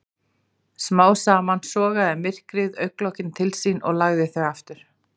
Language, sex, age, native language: Icelandic, female, 40-49, Icelandic